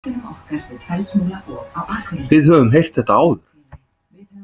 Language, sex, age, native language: Icelandic, male, 50-59, Icelandic